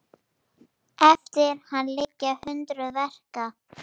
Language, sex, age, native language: Icelandic, male, 10, Icelandic